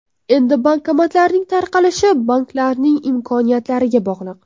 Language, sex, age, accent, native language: Uzbek, female, under 19, Toshkent viloyati, Uzbek